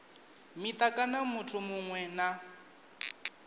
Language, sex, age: Venda, male, 19